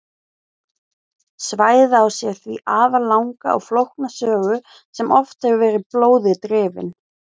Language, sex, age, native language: Icelandic, female, 20-29, Icelandic